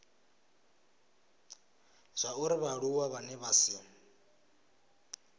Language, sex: Venda, male